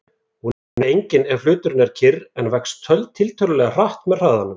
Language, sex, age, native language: Icelandic, male, 30-39, Icelandic